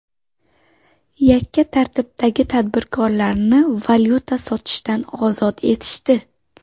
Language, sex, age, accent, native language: Uzbek, female, 18-24, Xorazm, Uzbek